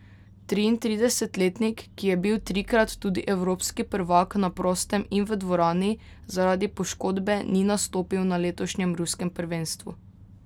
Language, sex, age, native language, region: Slovenian, female, 18-29, Slovenian, Drava region